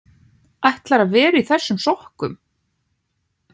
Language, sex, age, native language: Icelandic, other, 15, Icelandic